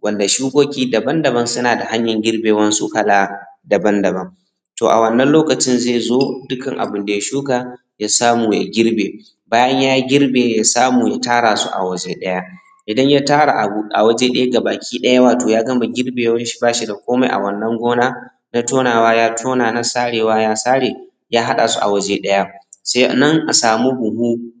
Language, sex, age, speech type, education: Hausa, male, 15-29, spontaneous, tertiary